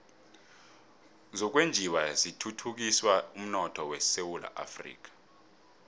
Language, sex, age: South Ndebele, male, 26